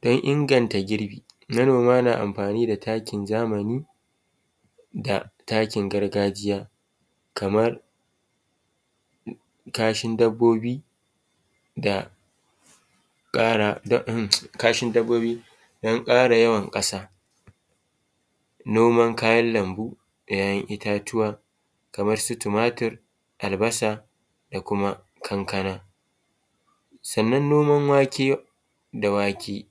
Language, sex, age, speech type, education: Hausa, male, 30-45, spontaneous, tertiary